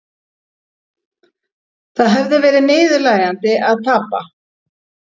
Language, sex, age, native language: Icelandic, female, 50-59, Icelandic